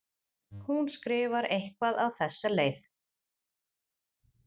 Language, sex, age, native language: Icelandic, female, 40-49, Icelandic